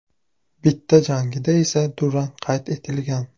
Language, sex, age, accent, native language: Uzbek, male, 18-24, Namangan, Uzbek